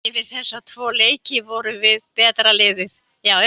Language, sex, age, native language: Icelandic, female, 70-79, Icelandic